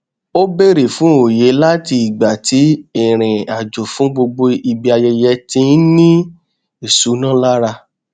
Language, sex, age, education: Yoruba, male, 30-45, tertiary